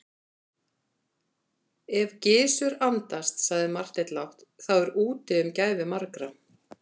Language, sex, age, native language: Icelandic, female, 50-59, Icelandic